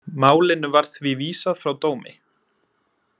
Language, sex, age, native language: Icelandic, male, 20-29, Icelandic